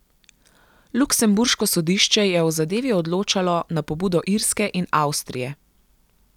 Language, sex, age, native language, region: Slovenian, female, 18-29, Slovenian, Gorenjska region